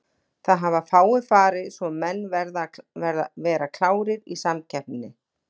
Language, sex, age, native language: Icelandic, female, 40-49, Icelandic